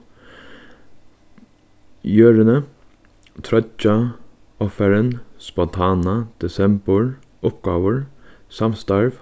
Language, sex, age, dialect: Faroese, male, 15-35, Suðurstreymoy